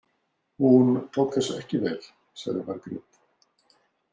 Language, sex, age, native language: Icelandic, male, 60-69, Icelandic